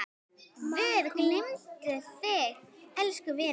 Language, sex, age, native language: Icelandic, female, 10, Icelandic